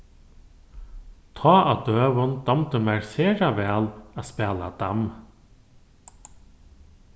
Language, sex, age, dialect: Faroese, male, 36-60, Norðurstreymoy/Eysturoy